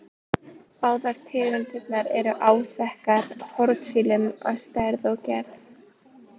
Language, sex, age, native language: Icelandic, female, 18-19, Icelandic